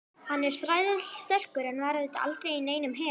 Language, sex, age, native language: Icelandic, female, 11, Icelandic